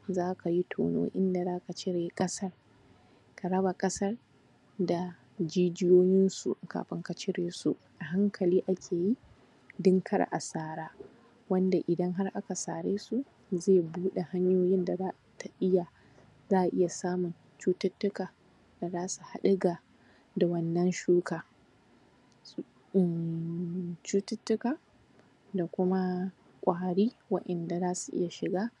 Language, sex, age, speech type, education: Hausa, female, 15-29, spontaneous, primary